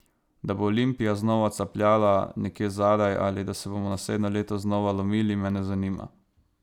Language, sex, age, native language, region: Slovenian, male, 18-29, Slovenian, Savinja region